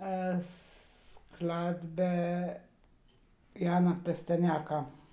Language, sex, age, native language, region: Slovenian, female, 60+, Slovenian, Savinja region